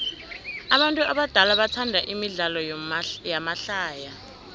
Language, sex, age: South Ndebele, female, 19